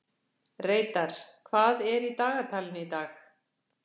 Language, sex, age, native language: Icelandic, female, 60-69, Icelandic